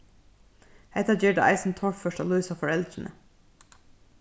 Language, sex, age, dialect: Faroese, female, 36-60, Suðurstreymoy